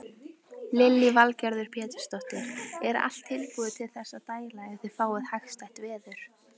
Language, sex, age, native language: Icelandic, female, 18-19, Icelandic